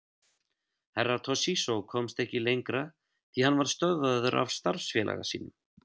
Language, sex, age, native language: Icelandic, male, 30-39, Icelandic